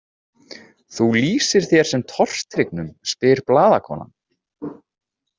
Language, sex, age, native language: Icelandic, male, 30-39, Icelandic